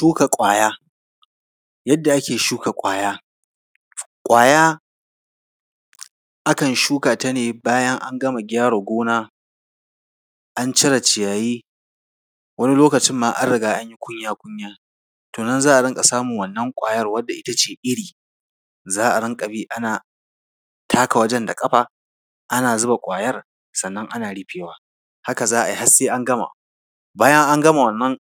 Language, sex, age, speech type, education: Hausa, male, 30-45, spontaneous, tertiary